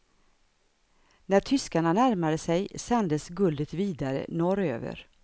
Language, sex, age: Swedish, female, 59